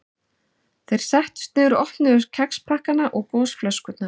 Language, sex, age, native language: Icelandic, male, 11, Icelandic